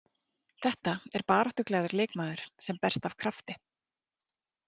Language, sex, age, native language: Icelandic, female, 30-39, Icelandic